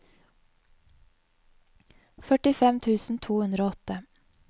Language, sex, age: Norwegian, female, 20